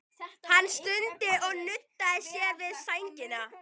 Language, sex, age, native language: Icelandic, female, 12, Icelandic